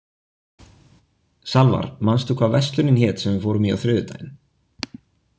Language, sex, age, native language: Icelandic, male, 20-29, Icelandic